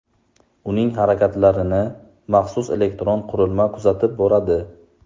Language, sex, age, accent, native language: Uzbek, male, 18-24, Buxoro, Uzbek